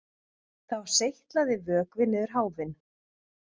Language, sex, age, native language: Icelandic, female, 20-29, Icelandic